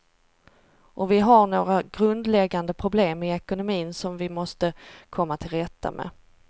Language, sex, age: Swedish, female, 38